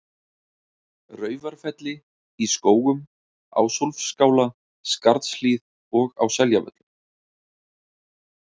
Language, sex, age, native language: Icelandic, male, 30-39, Icelandic